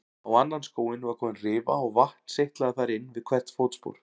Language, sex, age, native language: Icelandic, male, 40-49, Icelandic